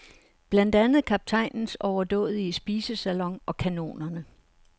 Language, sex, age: Danish, female, 69